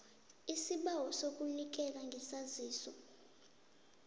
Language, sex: South Ndebele, female